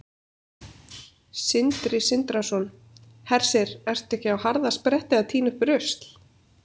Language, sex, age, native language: Icelandic, female, 30-39, Icelandic